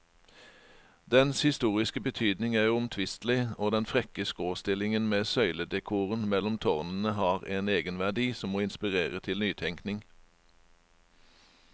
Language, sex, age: Norwegian, male, 49